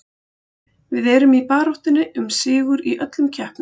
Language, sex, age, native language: Icelandic, female, 40-49, Icelandic